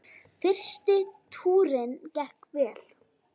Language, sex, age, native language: Icelandic, female, 9, Icelandic